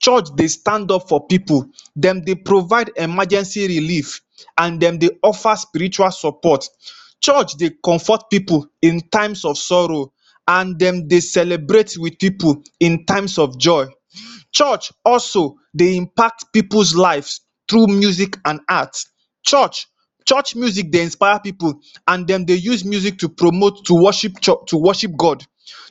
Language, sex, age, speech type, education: Nigerian Pidgin, male, 15-29, spontaneous, tertiary